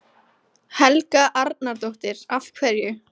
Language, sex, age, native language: Icelandic, female, 15, Icelandic